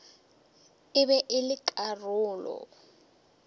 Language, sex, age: Northern Sotho, female, 23